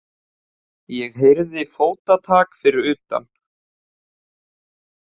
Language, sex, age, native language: Icelandic, male, 18-19, Icelandic